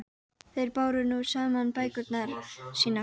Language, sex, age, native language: Icelandic, female, 12, Icelandic